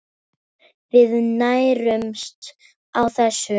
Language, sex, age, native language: Icelandic, female, 9, Icelandic